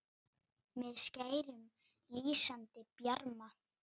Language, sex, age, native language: Icelandic, male, 8, Icelandic